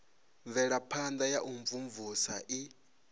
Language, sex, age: Venda, male, 26